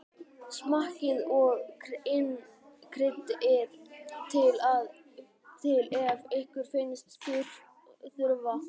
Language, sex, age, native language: Icelandic, male, 12, Icelandic